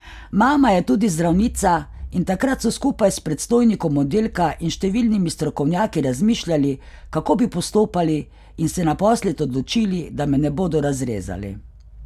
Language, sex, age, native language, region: Slovenian, female, 50-59, Slovenian, Carinthia region